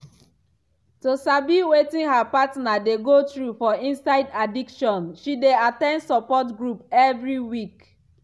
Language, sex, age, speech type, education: Nigerian Pidgin, female, 15-29, spontaneous, tertiary